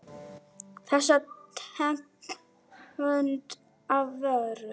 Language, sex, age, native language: Icelandic, female, 8, Icelandic